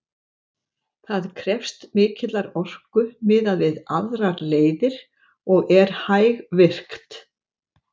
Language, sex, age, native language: Icelandic, female, 70-79, Icelandic